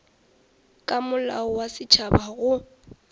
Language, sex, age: Northern Sotho, female, 18